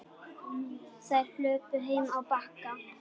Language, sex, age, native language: Icelandic, female, 10, Icelandic